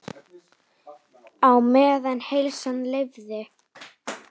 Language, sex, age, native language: Icelandic, female, 10, Icelandic